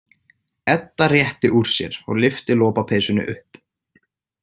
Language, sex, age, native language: Icelandic, male, 18-19, Icelandic